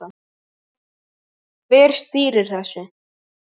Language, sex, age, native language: Icelandic, male, 9, Icelandic